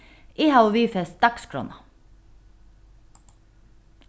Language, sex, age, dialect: Faroese, female, 36-60, Norðuroyggjar